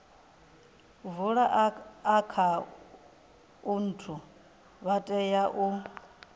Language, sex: Venda, female